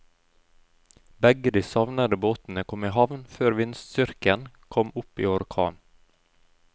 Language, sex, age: Norwegian, male, 32